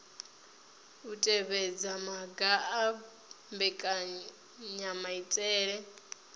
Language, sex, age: Venda, female, 20